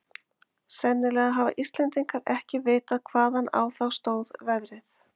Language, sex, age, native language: Icelandic, female, 50-59, Icelandic